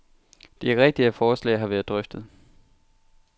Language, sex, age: Danish, male, 23